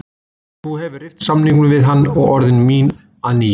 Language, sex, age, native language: Icelandic, male, 20-29, Icelandic